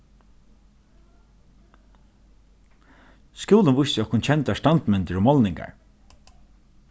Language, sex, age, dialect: Faroese, male, 36-60, Norðurstreymoy/Eysturoy